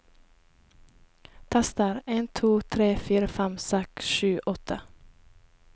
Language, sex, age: Norwegian, female, 28